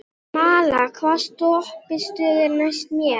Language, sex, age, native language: Icelandic, female, 12, Icelandic